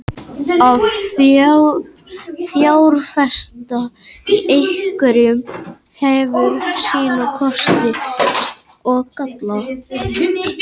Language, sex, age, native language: Icelandic, male, 18-19, Icelandic